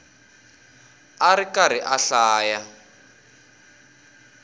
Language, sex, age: Tsonga, male, 20